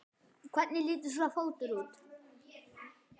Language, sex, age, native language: Icelandic, male, 10, Icelandic